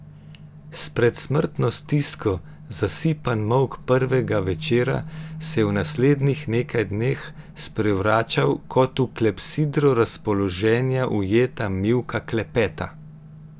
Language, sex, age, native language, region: Slovenian, female, 18-29, Slovenian, Gorenjska region